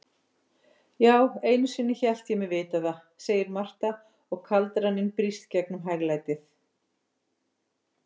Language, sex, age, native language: Icelandic, female, 50-59, Icelandic